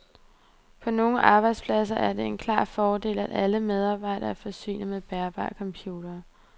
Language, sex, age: Danish, female, 23